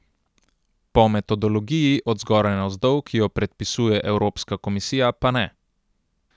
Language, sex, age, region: Slovenian, male, 18-29, Central Slovenia